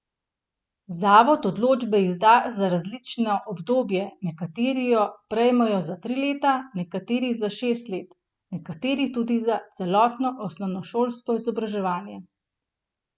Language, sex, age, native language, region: Slovenian, female, 30-49, Slovenian, Gorenjska region